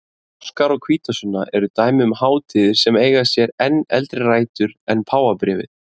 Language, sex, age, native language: Icelandic, male, 30-39, Icelandic